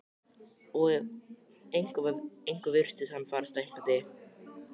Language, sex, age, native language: Icelandic, male, 12, Icelandic